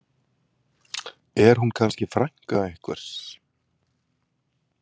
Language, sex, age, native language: Icelandic, male, 40-49, Icelandic